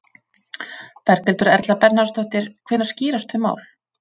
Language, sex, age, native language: Icelandic, female, 40-49, Icelandic